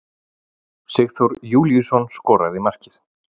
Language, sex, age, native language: Icelandic, male, 40-49, Icelandic